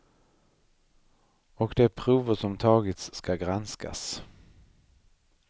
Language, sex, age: Swedish, male, 39